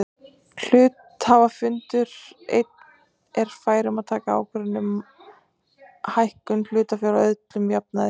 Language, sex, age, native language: Icelandic, female, 30-39, Icelandic